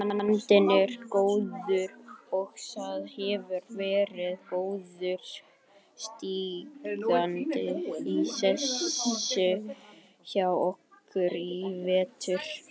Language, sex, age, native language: Icelandic, male, 18-19, Icelandic